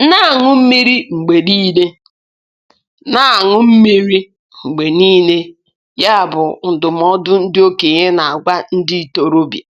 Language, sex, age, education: Igbo, female, 30-45, tertiary